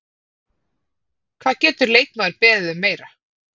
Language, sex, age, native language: Icelandic, female, 30-39, Icelandic